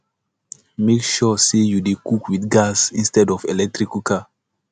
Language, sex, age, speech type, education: Nigerian Pidgin, male, 15-29, spontaneous, tertiary